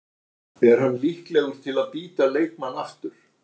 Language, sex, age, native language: Icelandic, male, 60-69, Icelandic